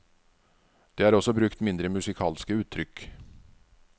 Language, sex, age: Norwegian, male, 49